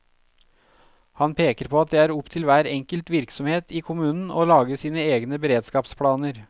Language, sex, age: Norwegian, male, 32